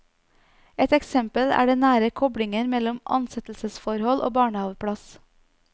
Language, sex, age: Norwegian, female, 29